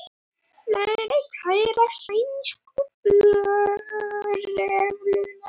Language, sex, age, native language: Icelandic, female, 30-39, Icelandic